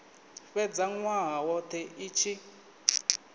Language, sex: Venda, male